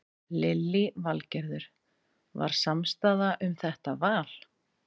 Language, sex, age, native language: Icelandic, female, 30-39, Icelandic